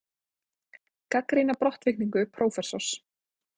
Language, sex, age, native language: Icelandic, female, 20-29, Icelandic